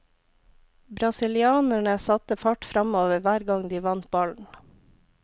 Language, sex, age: Norwegian, female, 26